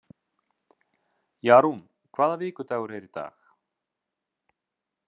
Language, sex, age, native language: Icelandic, male, 30-39, Icelandic